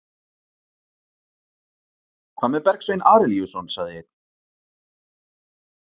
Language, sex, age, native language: Icelandic, male, 40-49, Icelandic